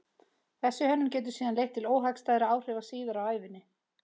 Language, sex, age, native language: Icelandic, female, 30-39, Icelandic